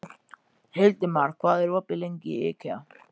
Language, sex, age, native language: Icelandic, male, 14, Icelandic